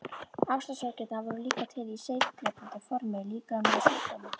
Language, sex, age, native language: Icelandic, female, 11, Icelandic